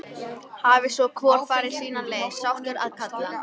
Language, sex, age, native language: Icelandic, female, 13, Icelandic